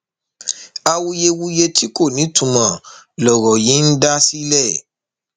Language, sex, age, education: Yoruba, male, 30-45, tertiary